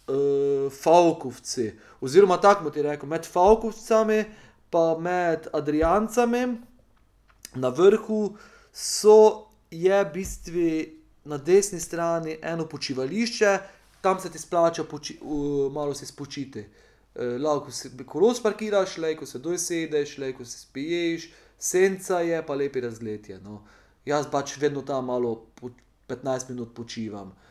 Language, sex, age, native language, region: Slovenian, male, 30-49, Slovenian, Pomurje region